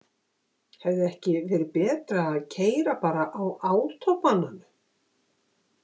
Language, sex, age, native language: Icelandic, female, 50-59, Icelandic